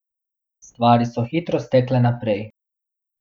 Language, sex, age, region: Slovenian, male, 18-29, Abroad